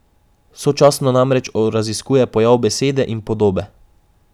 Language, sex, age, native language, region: Slovenian, male, 18-29, Slovenian, Drava region